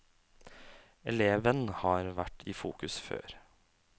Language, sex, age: Norwegian, male, 27